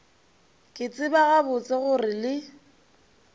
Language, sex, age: Northern Sotho, female, 22